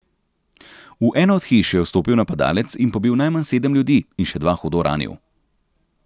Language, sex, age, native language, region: Slovenian, male, 30-49, Slovenian, Central Slovenia